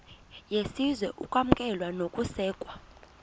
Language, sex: Xhosa, female